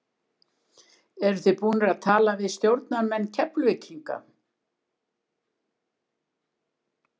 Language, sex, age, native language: Icelandic, female, 70-79, Icelandic